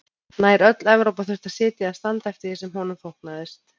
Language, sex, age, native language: Icelandic, female, 30-39, Icelandic